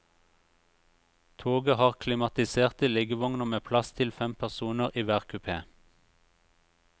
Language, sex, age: Norwegian, male, 36